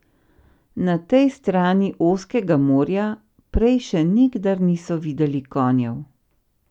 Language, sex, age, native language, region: Slovenian, female, 50-59, Slovenian, Central Slovenia